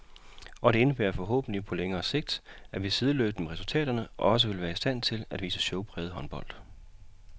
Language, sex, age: Danish, male, 40